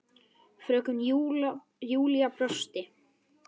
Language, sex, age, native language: Icelandic, male, 9, Icelandic